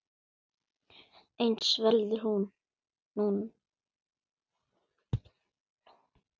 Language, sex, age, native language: Icelandic, male, 9, Icelandic